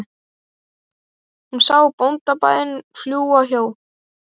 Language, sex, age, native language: Icelandic, male, 18-19, Icelandic